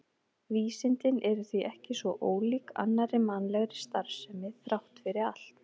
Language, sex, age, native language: Icelandic, female, 30-39, Icelandic